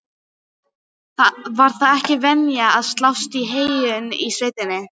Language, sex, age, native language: Icelandic, female, 12, Icelandic